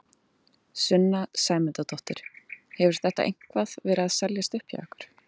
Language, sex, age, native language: Icelandic, female, 20-29, Icelandic